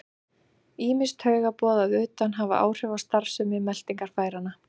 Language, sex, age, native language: Icelandic, female, 30-39, Icelandic